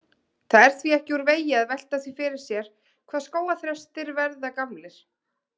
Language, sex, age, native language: Icelandic, female, 20-29, Icelandic